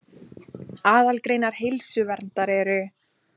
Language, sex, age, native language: Icelandic, female, 20-29, Icelandic